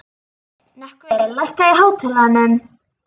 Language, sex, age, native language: Icelandic, female, 11, Icelandic